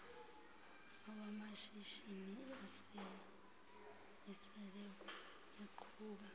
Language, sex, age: Xhosa, female, 26